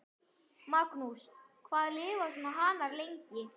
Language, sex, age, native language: Icelandic, male, 12, Icelandic